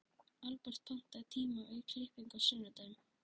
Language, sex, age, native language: Icelandic, male, 11, Icelandic